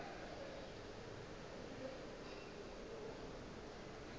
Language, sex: Northern Sotho, female